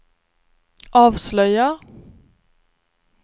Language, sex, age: Swedish, female, 26